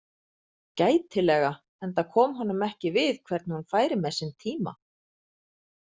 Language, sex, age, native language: Icelandic, female, 40-49, Icelandic